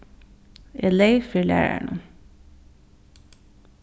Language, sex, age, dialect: Faroese, female, 15-35, Suðurstreymoy